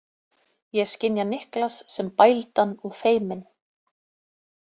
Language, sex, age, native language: Icelandic, female, 30-39, Icelandic